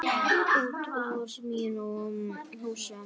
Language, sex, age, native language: Icelandic, female, 9, Icelandic